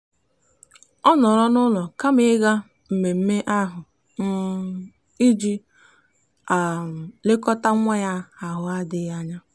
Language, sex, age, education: Igbo, female, 15-29, tertiary